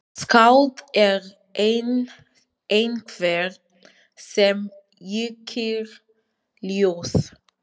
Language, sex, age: Icelandic, female, 20-29